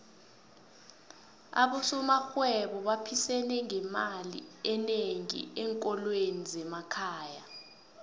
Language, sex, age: South Ndebele, female, 20